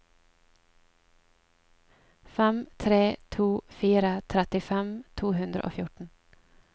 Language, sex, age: Norwegian, female, 27